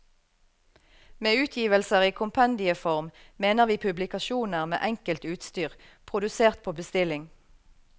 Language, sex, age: Norwegian, female, 38